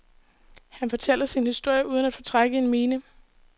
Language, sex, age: Danish, female, 18